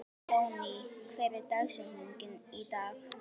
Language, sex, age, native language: Icelandic, female, 11, Icelandic